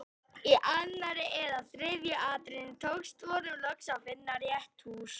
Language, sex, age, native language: Icelandic, male, 18-19, Icelandic